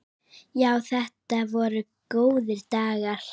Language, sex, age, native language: Icelandic, female, 9, Icelandic